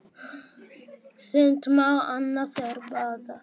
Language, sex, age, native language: Icelandic, male, 10, Icelandic